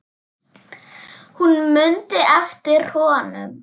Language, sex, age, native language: Icelandic, female, 7, Icelandic